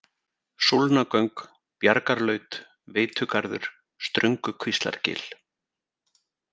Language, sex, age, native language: Icelandic, male, 40-49, Icelandic